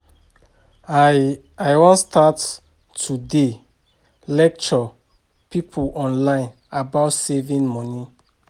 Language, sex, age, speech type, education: Nigerian Pidgin, male, 30-45, spontaneous, tertiary